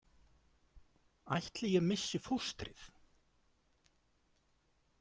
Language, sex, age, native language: Icelandic, male, 40-49, Icelandic